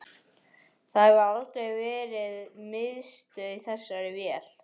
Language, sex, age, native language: Icelandic, male, 11, English